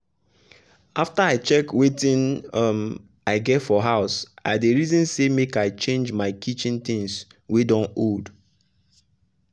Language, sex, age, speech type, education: Nigerian Pidgin, male, 15-29, spontaneous, tertiary